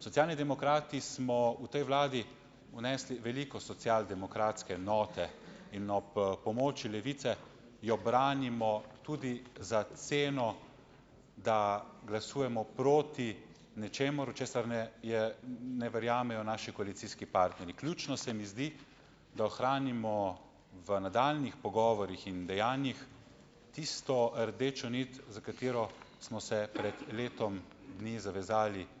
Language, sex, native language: Slovenian, male, Slovenian